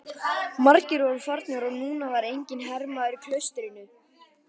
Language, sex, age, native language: Icelandic, male, 12, Icelandic